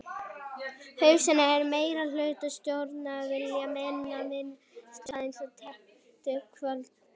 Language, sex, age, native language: Icelandic, female, 18-19, Icelandic